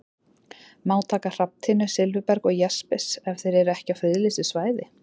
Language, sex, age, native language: Icelandic, female, 30-39, Icelandic